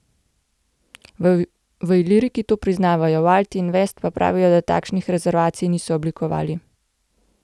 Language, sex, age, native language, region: Slovenian, female, 18-29, Slovenian, Gorenjska region